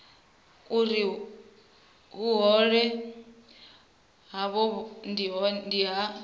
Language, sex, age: Venda, female, 23